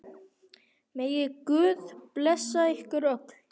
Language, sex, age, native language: Icelandic, male, 9, Icelandic